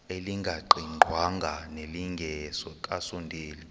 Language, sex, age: Xhosa, male, 23